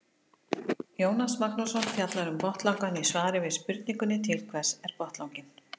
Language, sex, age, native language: Icelandic, female, 50-59, Icelandic